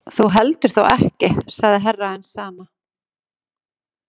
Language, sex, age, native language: Icelandic, female, 40-49, Icelandic